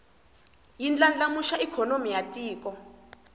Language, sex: Tsonga, female